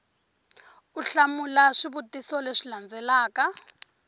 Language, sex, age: Tsonga, female, 20